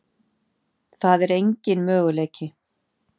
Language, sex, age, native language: Icelandic, female, 50-59, Icelandic